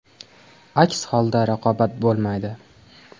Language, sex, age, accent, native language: Uzbek, male, 18-24, Andijon, Uzbek